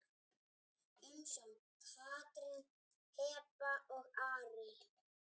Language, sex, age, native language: Icelandic, female, 7, Icelandic